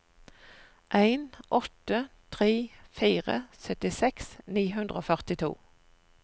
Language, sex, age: Norwegian, female, 41